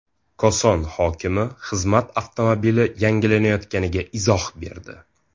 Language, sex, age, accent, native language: Uzbek, male, 18-24, Toshkent shahri, Uzbek